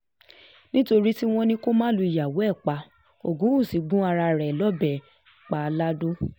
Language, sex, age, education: Yoruba, female, 15-29, tertiary